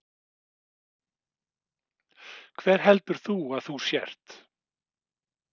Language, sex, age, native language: Icelandic, male, 60-69, Icelandic